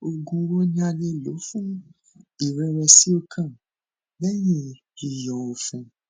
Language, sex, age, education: Yoruba, male, 15-29, tertiary